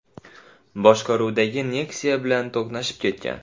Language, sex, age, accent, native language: Uzbek, male, 18-24, Xorazm, Uzbek